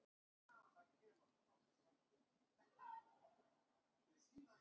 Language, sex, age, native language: Icelandic, female, 50-59, Icelandic